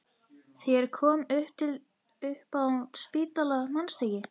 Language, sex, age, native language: Icelandic, female, 13, Icelandic